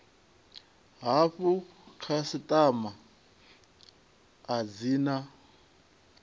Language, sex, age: Venda, male, 23